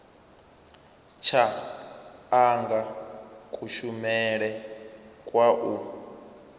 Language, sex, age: Venda, male, 27